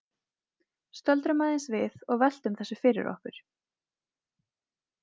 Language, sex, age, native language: Icelandic, female, 20-29, Icelandic